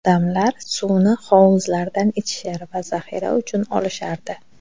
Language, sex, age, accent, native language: Uzbek, female, 30-39, Xorazm, Uzbek